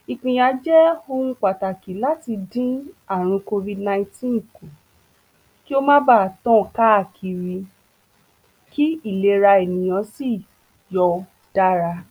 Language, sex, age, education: Yoruba, female, 15-29, tertiary